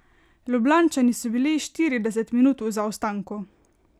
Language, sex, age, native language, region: Slovenian, female, 18-29, Slovenian, Carinthia region